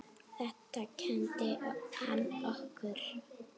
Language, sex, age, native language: Icelandic, female, 8, Icelandic